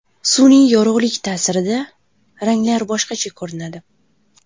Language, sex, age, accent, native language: Uzbek, female, 18-24, Buxoro, Uzbek